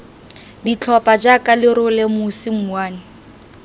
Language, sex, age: Tswana, female, 19